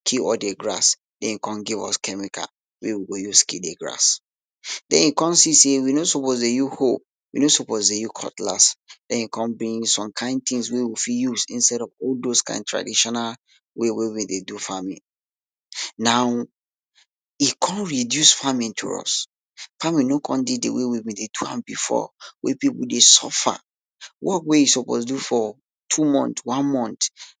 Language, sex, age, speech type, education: Nigerian Pidgin, male, 30-45, spontaneous, tertiary